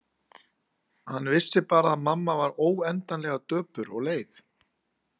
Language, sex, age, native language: Icelandic, male, 40-49, Icelandic